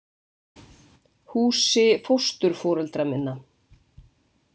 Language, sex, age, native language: Icelandic, female, 20-29, Icelandic